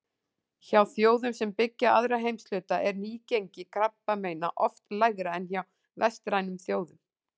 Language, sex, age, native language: Icelandic, female, 40-49, Icelandic